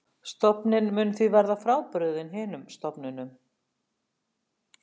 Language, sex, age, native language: Icelandic, female, 60-69, Icelandic